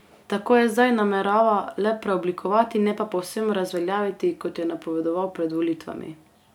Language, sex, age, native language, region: Slovenian, female, 18-29, Slovenian, Carinthia region